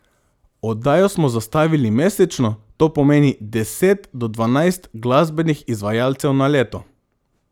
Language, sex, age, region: Slovenian, male, 18-29, Drava region